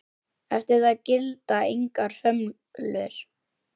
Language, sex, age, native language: Icelandic, female, 10, Icelandic